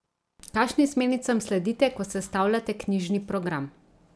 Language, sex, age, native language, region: Slovenian, female, 30-49, Slovenian, Central Slovenia